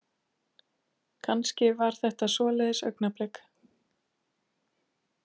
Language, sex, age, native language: Icelandic, female, 30-39, Icelandic